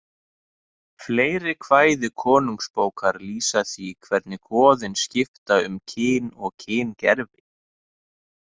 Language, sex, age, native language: Icelandic, male, 30-39, Icelandic